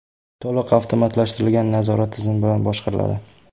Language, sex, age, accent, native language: Uzbek, male, 18-24, Toshkent viloyati, Uzbek